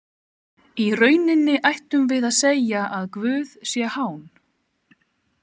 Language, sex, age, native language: Icelandic, female, 30-39, Icelandic